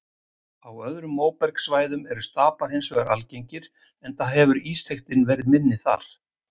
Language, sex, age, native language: Icelandic, male, 50-59, Icelandic